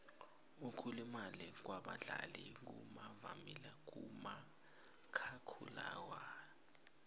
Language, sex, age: South Ndebele, male, 20